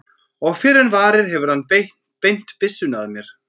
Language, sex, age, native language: Icelandic, female, 14, Icelandic